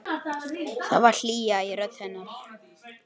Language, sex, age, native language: Icelandic, male, 12, Icelandic